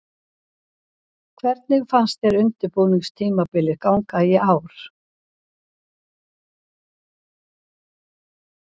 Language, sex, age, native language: Icelandic, female, 60-69, Icelandic